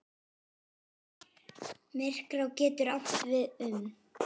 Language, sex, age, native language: Icelandic, female, 8, Icelandic